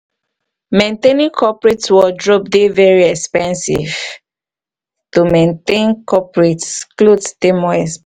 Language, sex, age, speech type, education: Nigerian Pidgin, female, 15-29, spontaneous, tertiary